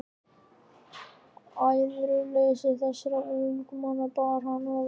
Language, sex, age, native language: Icelandic, male, 13, Icelandic